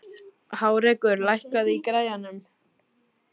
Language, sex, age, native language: Icelandic, female, 18-19, Icelandic